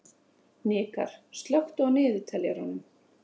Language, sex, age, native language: Icelandic, female, 30-39, Icelandic